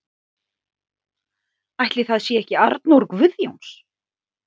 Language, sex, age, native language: Icelandic, female, 40-49, Icelandic